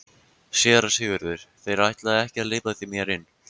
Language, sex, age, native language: Icelandic, male, 14, Icelandic